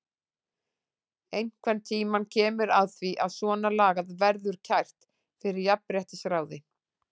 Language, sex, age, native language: Icelandic, female, 40-49, Icelandic